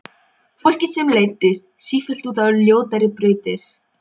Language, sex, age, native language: Icelandic, female, 12, Polish